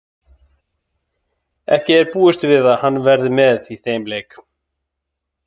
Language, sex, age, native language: Icelandic, male, 30-39, Icelandic